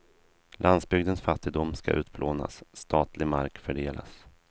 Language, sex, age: Swedish, male, 32